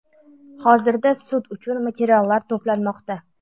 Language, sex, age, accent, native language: Uzbek, female, 19-29, Surxondaryo, Uzbek